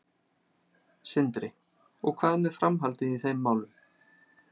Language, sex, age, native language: Icelandic, male, 30-39, Icelandic